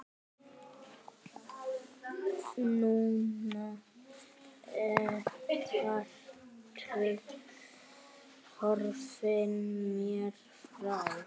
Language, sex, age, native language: Icelandic, male, 8, Icelandic